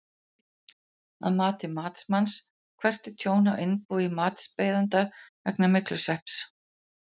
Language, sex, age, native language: Icelandic, female, 40-49, Icelandic